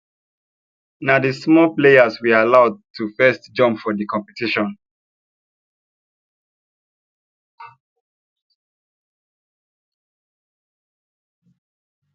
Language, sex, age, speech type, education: Nigerian Pidgin, male, 15-29, spontaneous, tertiary